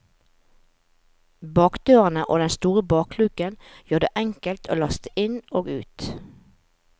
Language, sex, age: Norwegian, female, 45